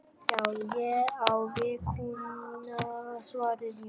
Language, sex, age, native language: Icelandic, male, 11, Vietnamese